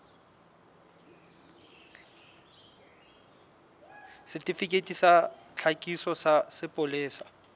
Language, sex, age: Southern Sotho, male, 24